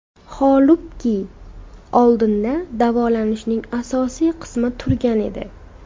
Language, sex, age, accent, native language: Uzbek, female, 18-24, Farg'ona, Uzbek